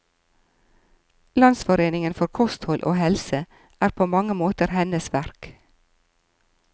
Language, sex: Norwegian, female